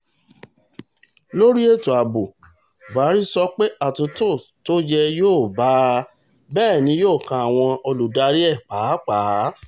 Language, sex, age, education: Yoruba, male, 30-45, tertiary